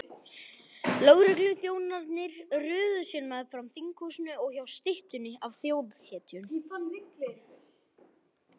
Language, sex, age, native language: Icelandic, male, 11, Icelandic